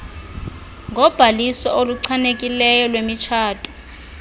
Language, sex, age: Xhosa, female, 23